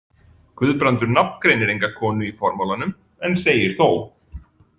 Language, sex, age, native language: Icelandic, male, 40-49, Icelandic